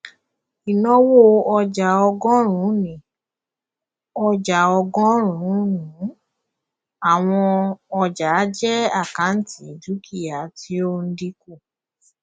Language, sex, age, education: Yoruba, female, 15-29, tertiary